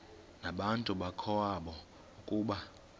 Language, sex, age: Xhosa, male, 19